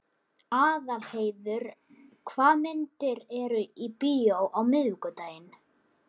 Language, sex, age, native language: Icelandic, male, 11, Icelandic